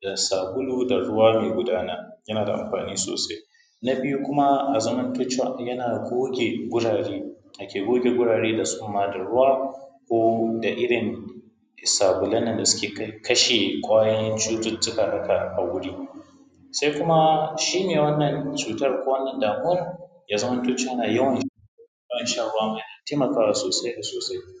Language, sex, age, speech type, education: Hausa, male, 15-29, spontaneous, secondary